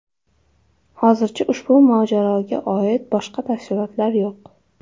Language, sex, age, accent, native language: Uzbek, female, 12-17, Toshkent shahri, Uzbek